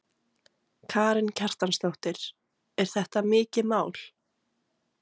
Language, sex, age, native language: Icelandic, female, 18-19, Icelandic